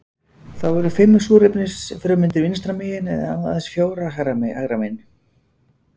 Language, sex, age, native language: Icelandic, male, 40-49, Icelandic